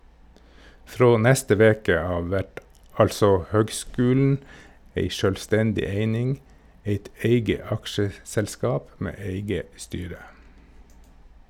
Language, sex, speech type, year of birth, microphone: Norwegian, male, read, 1969, Shure